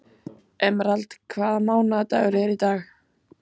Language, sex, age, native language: Icelandic, female, 15, Icelandic